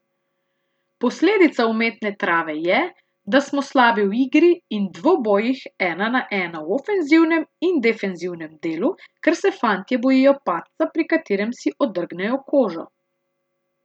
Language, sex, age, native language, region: Slovenian, female, 30-49, Slovenian, Central Slovenia